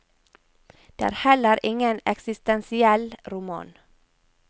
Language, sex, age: Norwegian, female, 28